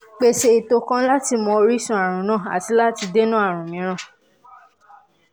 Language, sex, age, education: Yoruba, female, 15-29, tertiary